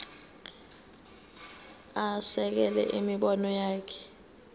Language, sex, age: Zulu, female, 19